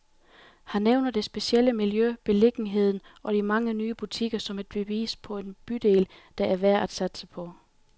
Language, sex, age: Danish, female, 28